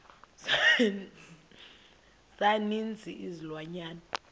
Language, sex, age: Xhosa, female, 20